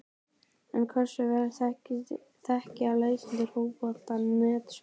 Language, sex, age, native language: Icelandic, male, 12, Icelandic